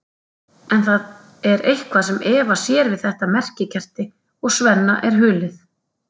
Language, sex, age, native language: Icelandic, female, 30-39, Icelandic